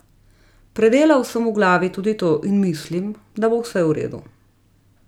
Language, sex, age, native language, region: Slovenian, female, 30-49, Slovenian, Gorica region